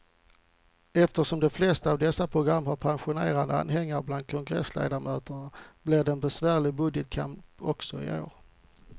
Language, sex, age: Swedish, male, 40